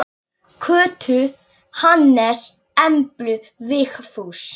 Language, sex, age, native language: Icelandic, male, 9, Icelandic